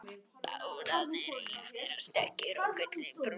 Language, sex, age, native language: Icelandic, male, 11, Icelandic